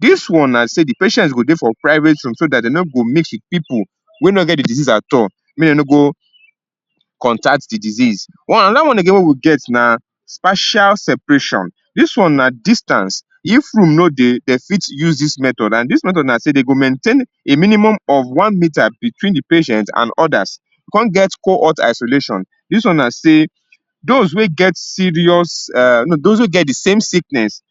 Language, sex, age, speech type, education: Nigerian Pidgin, male, 30-45, spontaneous, tertiary